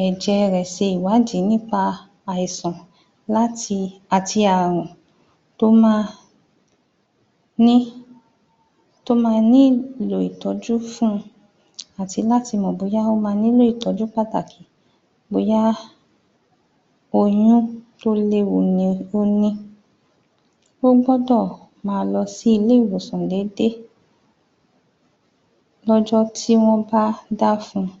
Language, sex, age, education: Yoruba, female, 30-45, tertiary